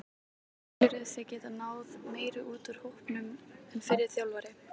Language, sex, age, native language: Icelandic, female, 18-19, Icelandic